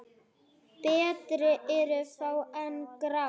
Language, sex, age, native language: Icelandic, male, 8, Icelandic